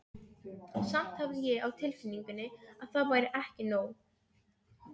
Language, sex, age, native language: Icelandic, female, 12, Serbo-Croatian